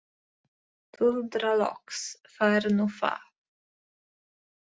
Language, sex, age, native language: Icelandic, female, 20-29, Polish